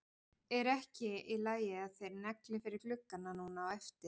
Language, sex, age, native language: Icelandic, female, 40-49, Icelandic